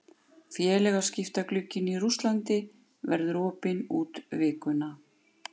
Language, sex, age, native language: Icelandic, female, 50-59, Icelandic